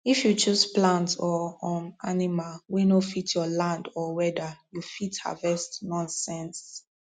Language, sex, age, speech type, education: Nigerian Pidgin, female, 15-29, spontaneous, tertiary